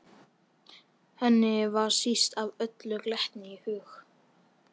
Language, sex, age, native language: Icelandic, male, 13, Icelandic